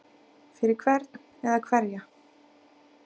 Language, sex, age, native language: Icelandic, female, 8, Icelandic